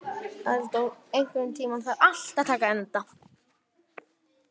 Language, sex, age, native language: Icelandic, male, 11, Icelandic